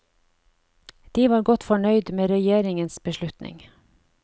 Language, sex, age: Norwegian, female, 49